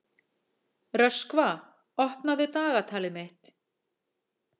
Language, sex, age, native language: Icelandic, female, 40-49, Icelandic